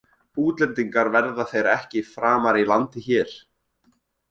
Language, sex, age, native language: Icelandic, male, 20-29, Icelandic